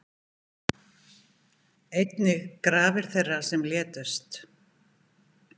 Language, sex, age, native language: Icelandic, female, 50-59, Icelandic